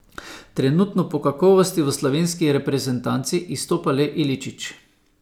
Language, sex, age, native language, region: Slovenian, male, 50-59, Slovenian, Savinja region